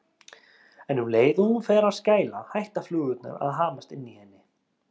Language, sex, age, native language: Icelandic, male, 30-39, Icelandic